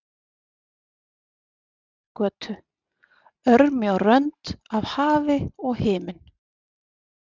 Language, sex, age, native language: Icelandic, female, 40-49, Icelandic